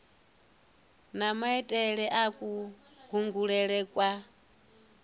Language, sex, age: Venda, female, 24